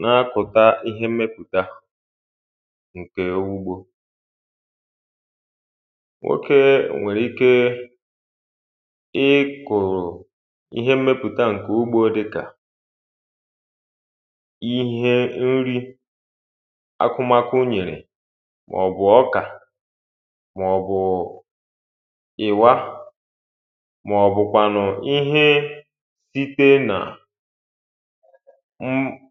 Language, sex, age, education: Igbo, male, 15-29, primary